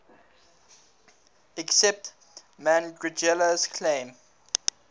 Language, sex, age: English, male, 19